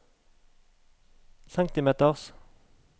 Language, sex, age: Norwegian, male, 38